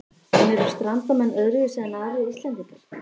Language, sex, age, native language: Icelandic, female, 13, Icelandic